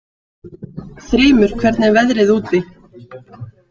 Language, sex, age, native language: Icelandic, female, 18-19, Icelandic